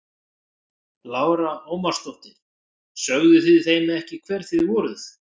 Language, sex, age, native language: Icelandic, male, 40-49, Icelandic